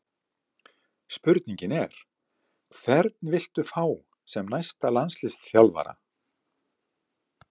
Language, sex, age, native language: Icelandic, male, 70-79, Icelandic